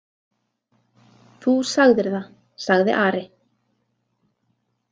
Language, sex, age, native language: Icelandic, female, 30-39, Icelandic